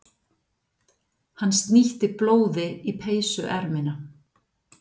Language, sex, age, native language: Icelandic, female, 50-59, Icelandic